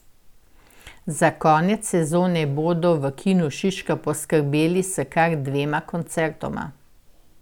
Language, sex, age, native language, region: Slovenian, female, 60+, Slovenian, Central Slovenia